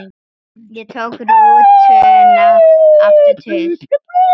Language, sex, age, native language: Icelandic, female, 9, Icelandic